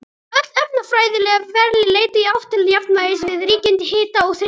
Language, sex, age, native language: Icelandic, male, 18-19, Icelandic